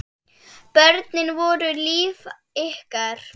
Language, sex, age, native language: Icelandic, female, 7, Icelandic